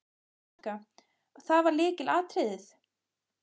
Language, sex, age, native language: Icelandic, female, 15, Icelandic